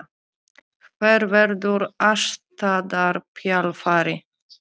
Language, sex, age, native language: Icelandic, female, 30-39, Polish